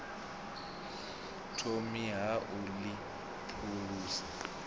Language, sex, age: Venda, male, 26